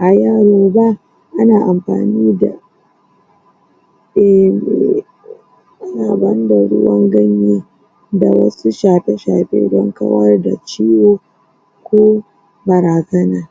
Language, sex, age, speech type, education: Hausa, female, 30-45, spontaneous, tertiary